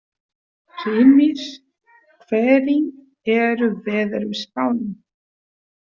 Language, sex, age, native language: Icelandic, female, 30-39, Portuguese